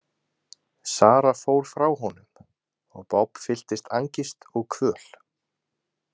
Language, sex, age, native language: Icelandic, male, 20-29, Icelandic